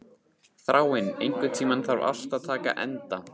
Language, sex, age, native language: Icelandic, male, 15, Icelandic